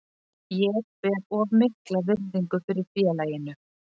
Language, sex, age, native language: Icelandic, female, 40-49, Icelandic